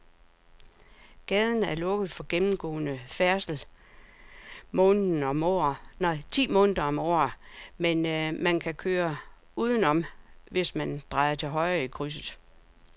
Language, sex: Danish, female